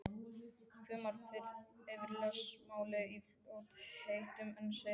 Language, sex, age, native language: Icelandic, male, 12, Icelandic